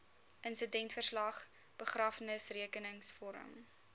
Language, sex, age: Afrikaans, female, 19